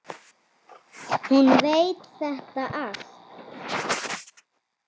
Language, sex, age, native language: Icelandic, female, 7, Icelandic